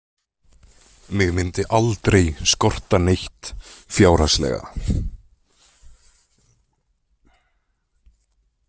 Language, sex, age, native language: Icelandic, male, 20-29, Icelandic